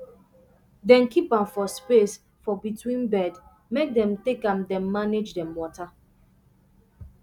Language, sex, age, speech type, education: Nigerian Pidgin, female, 15-29, spontaneous, secondary